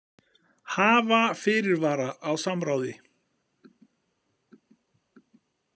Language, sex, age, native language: Icelandic, male, 50-59, Icelandic